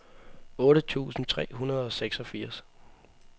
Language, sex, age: Danish, male, 18